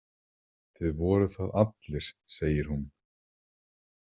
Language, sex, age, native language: Icelandic, male, 30-39, Icelandic